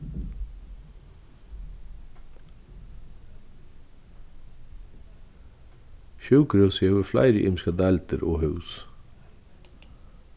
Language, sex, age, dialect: Faroese, male, 36-60, Vágar